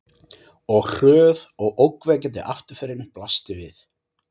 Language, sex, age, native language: Icelandic, male, 40-49, Icelandic